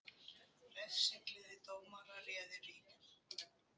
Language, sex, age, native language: Icelandic, female, 80-89, Icelandic